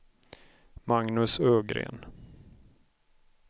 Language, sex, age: Swedish, male, 31